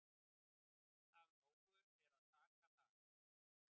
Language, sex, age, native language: Icelandic, male, 60-69, Icelandic